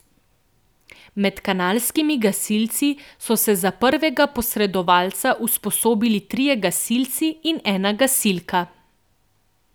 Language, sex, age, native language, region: Slovenian, female, 18-29, Slovenian, Central Slovenia